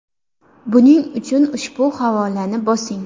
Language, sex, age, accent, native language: Uzbek, female, 18-24, Farg'ona, Uzbek